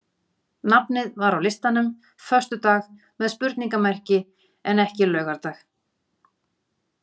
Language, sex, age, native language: Icelandic, female, 40-49, Icelandic